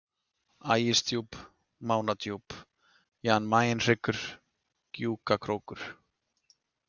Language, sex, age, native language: Icelandic, male, 30-39, Icelandic